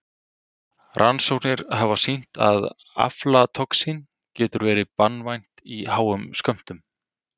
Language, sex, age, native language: Icelandic, male, 30-39, Icelandic